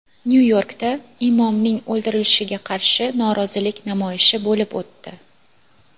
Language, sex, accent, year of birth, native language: Uzbek, female, Toshkent viloyati, 2000, Uzbek